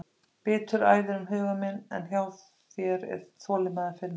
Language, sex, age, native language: Icelandic, female, 50-59, Icelandic